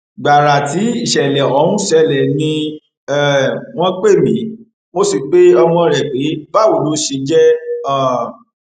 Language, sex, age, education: Yoruba, male, 30-45, tertiary